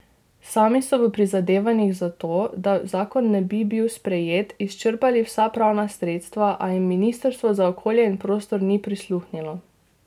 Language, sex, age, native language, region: Slovenian, female, 18-29, Slovenian, Drava region